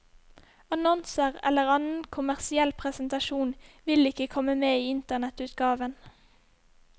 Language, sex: Norwegian, female